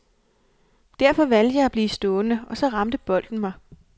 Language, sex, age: Danish, female, 28